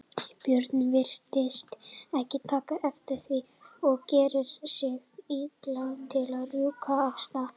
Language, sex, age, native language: Icelandic, male, 30-39, Icelandic